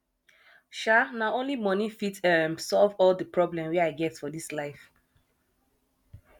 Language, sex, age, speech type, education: Nigerian Pidgin, female, 15-29, spontaneous, tertiary